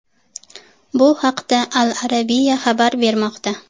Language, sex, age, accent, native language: Uzbek, female, 25-34, Sirdaryo, Uzbek